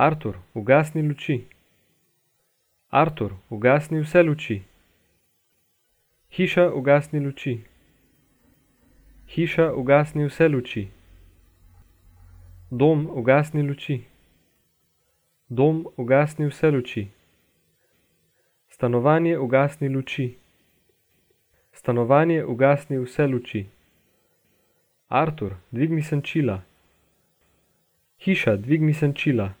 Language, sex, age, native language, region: Slovenian, male, 18-29, Slovenian, Gorica region